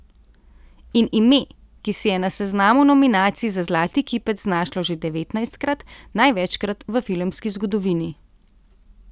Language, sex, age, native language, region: Slovenian, female, 30-49, Slovenian, Central Slovenia